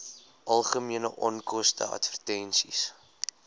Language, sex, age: Afrikaans, male, 20